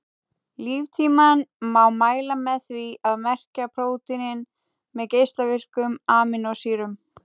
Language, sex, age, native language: Icelandic, female, 18-19, Icelandic